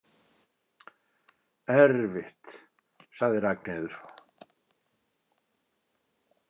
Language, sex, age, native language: Icelandic, male, 60-69, Icelandic